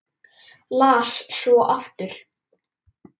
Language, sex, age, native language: Icelandic, male, 10, Icelandic